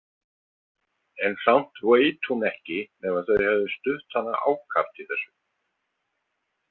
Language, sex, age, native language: Icelandic, male, 50-59, Icelandic